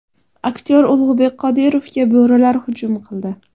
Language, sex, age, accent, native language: Uzbek, female, 18-24, Surxondaryo, Uzbek